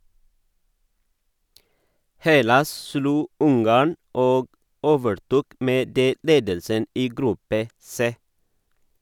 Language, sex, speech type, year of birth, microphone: Norwegian, male, read, 1978, Sennheiser